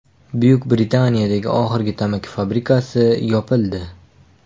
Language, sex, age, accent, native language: Uzbek, male, 18-24, Farg'ona, Uzbek